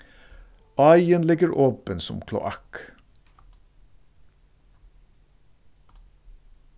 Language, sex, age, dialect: Faroese, male, 36-60, Suðurstreymoy